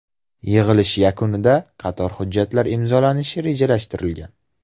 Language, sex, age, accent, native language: Uzbek, male, 18-24, Surxondaryo, Uzbek